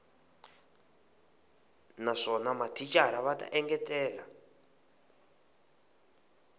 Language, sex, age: Tsonga, male, 20